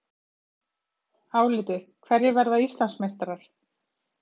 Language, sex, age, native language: Icelandic, female, 30-39, Icelandic